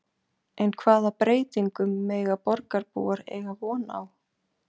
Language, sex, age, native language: Icelandic, female, 40-49, Icelandic